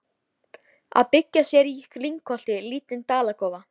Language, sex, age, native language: Icelandic, female, 13, Icelandic